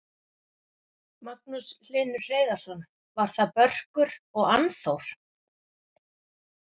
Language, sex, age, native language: Icelandic, female, 50-59, Icelandic